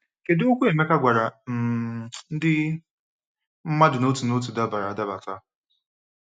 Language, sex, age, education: Igbo, male, 15-29, tertiary